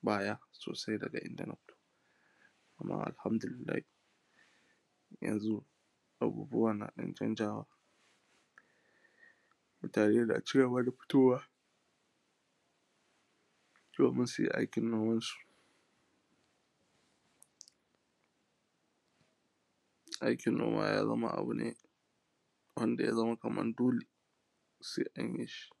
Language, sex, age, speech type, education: Hausa, male, 15-29, spontaneous, tertiary